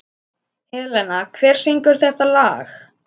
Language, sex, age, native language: Icelandic, male, 11, Icelandic